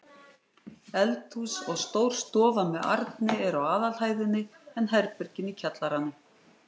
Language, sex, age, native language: Icelandic, female, 60-69, Icelandic